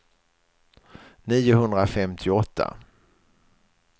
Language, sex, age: Swedish, male, 61